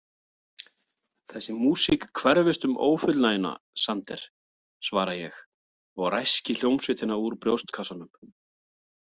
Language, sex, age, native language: Icelandic, male, 40-49, Icelandic